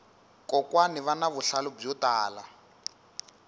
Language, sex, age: Tsonga, male, 19